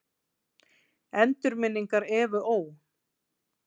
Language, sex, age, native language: Icelandic, female, 40-49, Icelandic